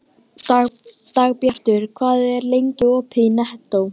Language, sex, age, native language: Icelandic, male, 12, Icelandic